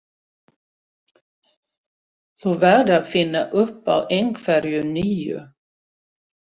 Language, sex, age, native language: Icelandic, female, 60-69, Swedish